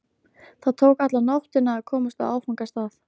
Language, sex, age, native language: Icelandic, female, 13, Icelandic